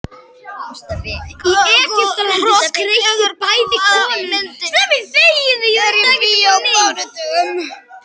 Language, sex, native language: Icelandic, other, Icelandic